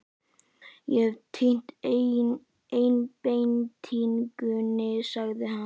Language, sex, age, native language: Icelandic, male, 11, Icelandic